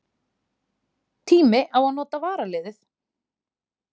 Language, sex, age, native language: Icelandic, female, 30-39, Icelandic